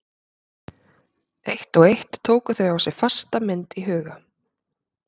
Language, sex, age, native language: Icelandic, female, 30-39, Icelandic